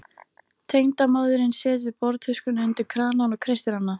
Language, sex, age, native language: Icelandic, female, 13, Icelandic